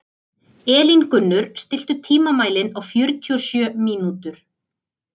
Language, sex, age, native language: Icelandic, female, 30-39, Icelandic